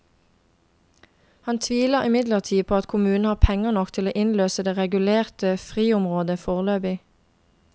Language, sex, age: Norwegian, female, 22